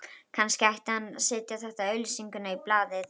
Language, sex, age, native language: Icelandic, female, 12, Icelandic